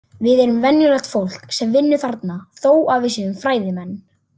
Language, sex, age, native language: Icelandic, male, 30-39, Icelandic